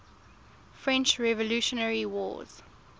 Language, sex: English, female